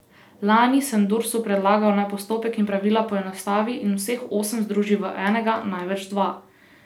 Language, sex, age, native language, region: Slovenian, female, 18-29, Slovenian, Posavska region